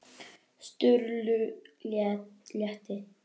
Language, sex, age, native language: Icelandic, female, 10, Icelandic